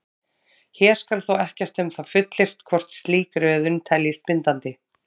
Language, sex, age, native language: Icelandic, female, 30-39, Icelandic